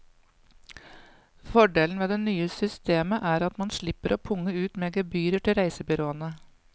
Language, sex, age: Norwegian, female, 55